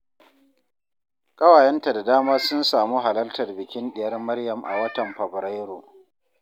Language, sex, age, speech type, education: Hausa, male, 30-45, read, tertiary